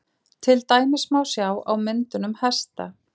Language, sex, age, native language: Icelandic, female, 40-49, Icelandic